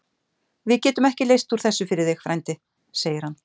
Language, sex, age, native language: Icelandic, female, 50-59, Icelandic